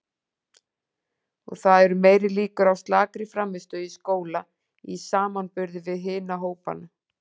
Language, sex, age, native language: Icelandic, female, 40-49, Icelandic